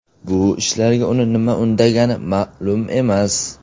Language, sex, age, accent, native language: Uzbek, male, 18-24, Surxondaryo, Uzbek